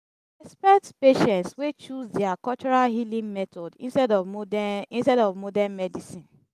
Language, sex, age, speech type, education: Nigerian Pidgin, female, 15-29, spontaneous, tertiary